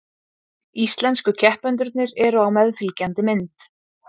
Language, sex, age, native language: Icelandic, female, 20-29, Icelandic